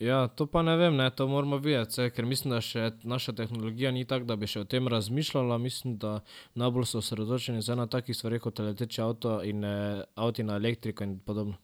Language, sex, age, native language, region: Slovenian, male, 12-17, Slovenian, Drava region